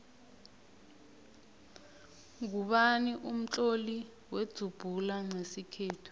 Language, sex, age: South Ndebele, female, 21